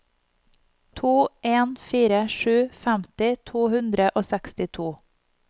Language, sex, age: Norwegian, female, 25